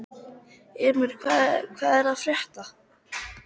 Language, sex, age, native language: Icelandic, female, 13, Icelandic